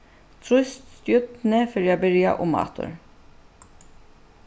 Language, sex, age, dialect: Faroese, female, 36-60, Suðuroy